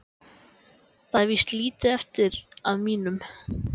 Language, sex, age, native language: Icelandic, male, 14, Icelandic